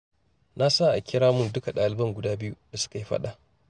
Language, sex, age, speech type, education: Hausa, male, 30-45, spontaneous, tertiary